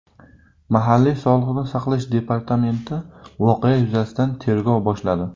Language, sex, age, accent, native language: Uzbek, male, 19-29, Surxondaryo, Uzbek